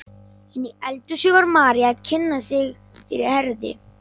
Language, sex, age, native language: Icelandic, male, 11, Icelandic